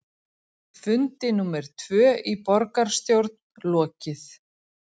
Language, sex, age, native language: Icelandic, female, 40-49, Icelandic